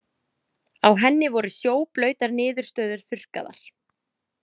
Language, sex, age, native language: Icelandic, female, 20-29, Icelandic